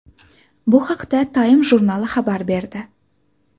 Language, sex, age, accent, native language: Uzbek, female, 18-24, Farg'ona, Uzbek